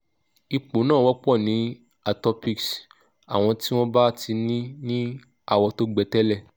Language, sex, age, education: Yoruba, male, 15-29, tertiary